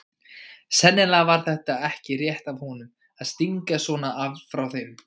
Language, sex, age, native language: Icelandic, male, 20-29, Icelandic